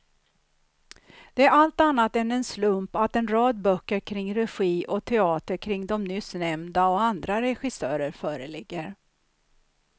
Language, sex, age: Swedish, female, 63